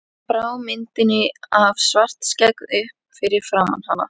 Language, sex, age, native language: Icelandic, female, 11, Icelandic